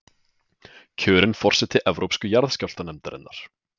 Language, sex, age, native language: Icelandic, male, 20-29, Icelandic